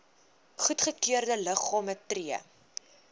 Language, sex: Afrikaans, female